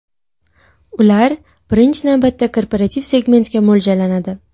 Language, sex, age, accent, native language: Uzbek, female, 18-24, Buxoro, Uzbek